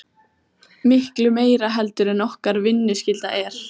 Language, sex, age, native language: Icelandic, female, 14, Icelandic